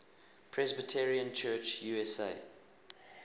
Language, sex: English, male